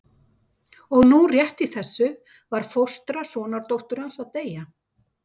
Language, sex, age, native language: Icelandic, female, 50-59, Icelandic